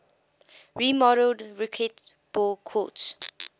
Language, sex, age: English, female, 21